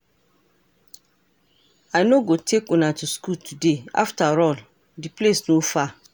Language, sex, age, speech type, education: Nigerian Pidgin, female, 46-60, read, tertiary